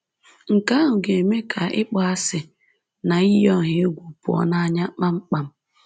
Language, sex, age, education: Igbo, female, 15-29, secondary